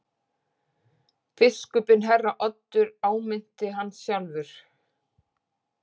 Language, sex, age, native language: Icelandic, female, 40-49, Icelandic